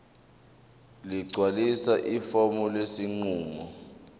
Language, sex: Zulu, male